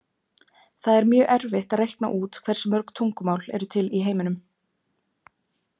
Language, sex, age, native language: Icelandic, female, 20-29, Icelandic